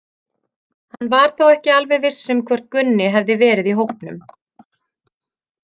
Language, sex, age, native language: Icelandic, female, 30-39, Icelandic